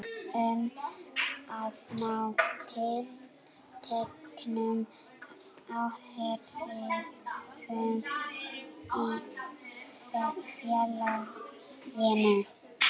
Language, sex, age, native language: Icelandic, female, 11, Icelandic